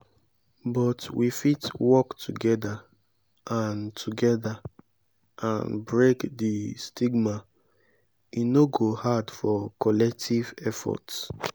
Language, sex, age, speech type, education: Nigerian Pidgin, male, 15-29, spontaneous, tertiary